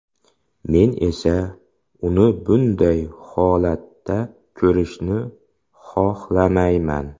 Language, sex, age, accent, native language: Uzbek, male, 25-34, Xorazm, Uzbek